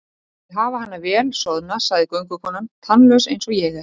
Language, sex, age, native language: Icelandic, male, 30-39, Icelandic